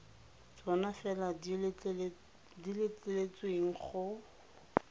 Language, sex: Tswana, female